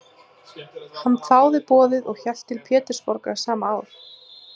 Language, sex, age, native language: Icelandic, female, 30-39, Icelandic